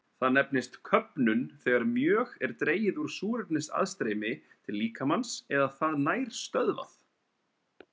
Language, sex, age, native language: Icelandic, male, 30-39, Icelandic